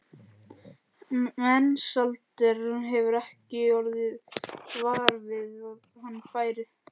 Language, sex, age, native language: Icelandic, other, 11, Icelandic